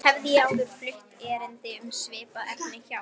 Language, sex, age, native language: Icelandic, female, 11, Icelandic